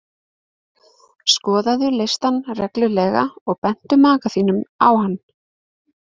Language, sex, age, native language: Icelandic, female, 20-29, Icelandic